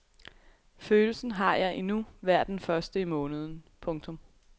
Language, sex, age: Danish, female, 28